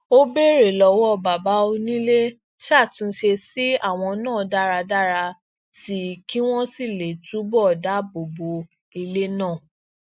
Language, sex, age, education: Yoruba, female, 15-29, tertiary